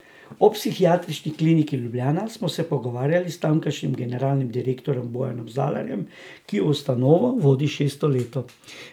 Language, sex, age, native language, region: Slovenian, male, 60+, Slovenian, Drava region